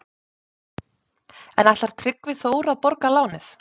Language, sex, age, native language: Icelandic, female, 30-39, Icelandic